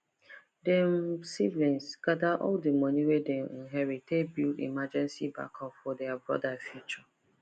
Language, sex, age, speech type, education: Nigerian Pidgin, female, 15-29, spontaneous, tertiary